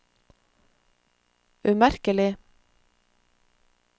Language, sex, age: Norwegian, female, 46